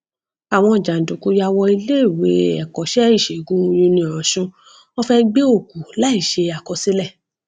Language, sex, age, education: Yoruba, female, 15-29, tertiary